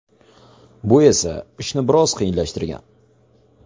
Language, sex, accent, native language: Uzbek, male, Farg'ona, Uzbek